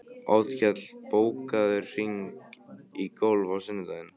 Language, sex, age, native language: Icelandic, male, 15, Icelandic